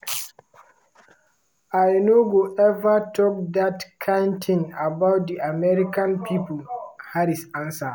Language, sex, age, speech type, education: Nigerian Pidgin, male, 15-29, spontaneous, tertiary